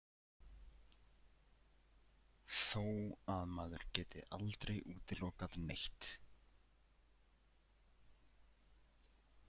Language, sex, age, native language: Icelandic, male, 20-29, Icelandic